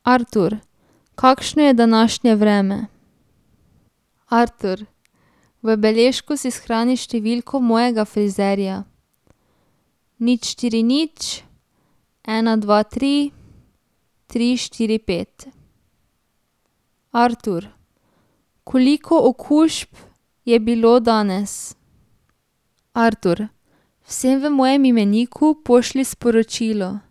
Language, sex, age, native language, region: Slovenian, female, 18-29, Slovenian, Drava region